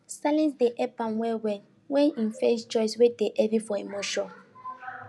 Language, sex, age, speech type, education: Nigerian Pidgin, female, 15-29, spontaneous, tertiary